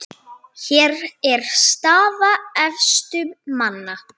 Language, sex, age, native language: Icelandic, female, 9, Icelandic